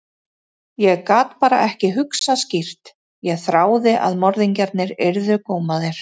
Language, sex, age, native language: Icelandic, female, 30-39, Icelandic